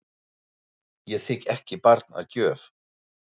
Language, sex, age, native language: Icelandic, male, 40-49, German